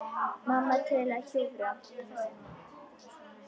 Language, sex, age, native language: Icelandic, female, 10, Icelandic